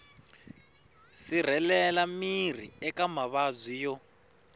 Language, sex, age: Tsonga, male, 21